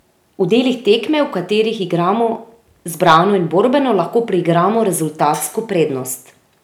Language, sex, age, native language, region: Slovenian, female, 30-49, Slovenian, Drava region